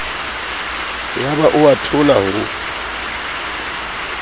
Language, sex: Southern Sotho, male